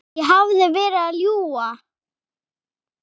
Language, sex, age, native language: Icelandic, female, 8, Icelandic